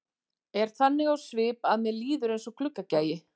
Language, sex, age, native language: Icelandic, female, 40-49, Icelandic